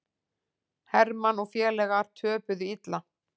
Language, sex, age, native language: Icelandic, female, 40-49, Icelandic